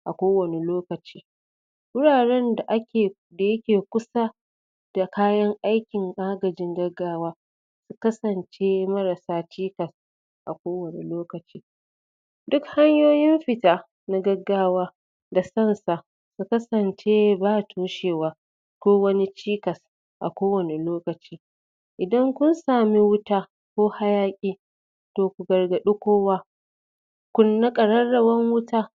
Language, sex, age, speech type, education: Hausa, female, 30-45, spontaneous, tertiary